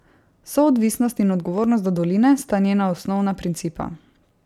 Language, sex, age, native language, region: Slovenian, female, 18-29, Slovenian, Savinja region